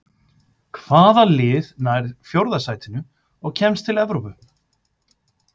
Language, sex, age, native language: Icelandic, male, 50-59, Icelandic